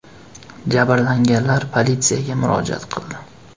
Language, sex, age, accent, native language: Uzbek, male, 18-24, Farg'ona, Uzbek